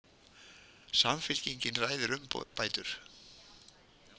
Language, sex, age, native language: Icelandic, male, 70-79, Icelandic